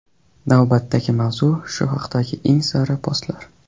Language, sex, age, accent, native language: Uzbek, male, 18-24, Qashqadaryo, Uzbek